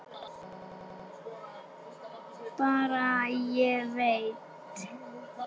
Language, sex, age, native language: Icelandic, female, 9, Icelandic